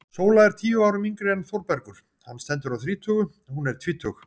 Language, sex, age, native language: Icelandic, male, 50-59, Icelandic